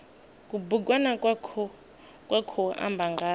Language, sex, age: Venda, female, 26